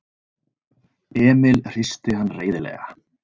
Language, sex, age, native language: Icelandic, male, 30-39, Icelandic